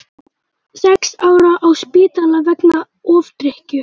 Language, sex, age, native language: Icelandic, male, 18-19, Icelandic